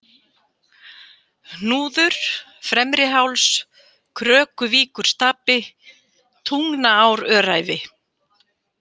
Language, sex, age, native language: Icelandic, female, 50-59, Icelandic